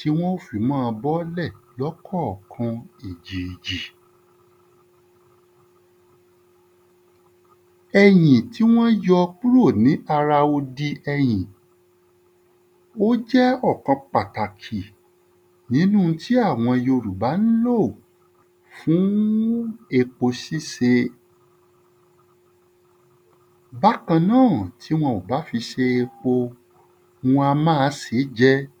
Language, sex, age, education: Yoruba, male, 30-45, tertiary